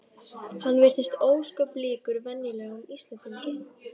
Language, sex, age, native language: Icelandic, female, 12, Icelandic